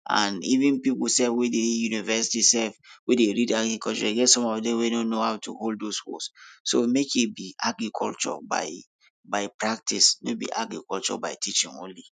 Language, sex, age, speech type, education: Nigerian Pidgin, male, 30-45, spontaneous, tertiary